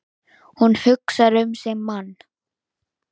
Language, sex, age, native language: Icelandic, female, 9, Icelandic